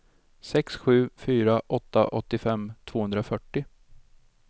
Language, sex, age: Swedish, male, 32